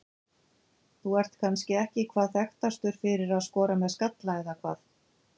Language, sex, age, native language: Icelandic, female, 50-59, Icelandic